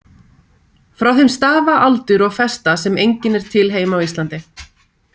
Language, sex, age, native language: Icelandic, female, 30-39, Icelandic